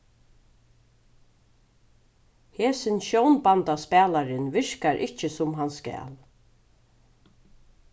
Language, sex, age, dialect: Faroese, female, 36-60, Suðurstreymoy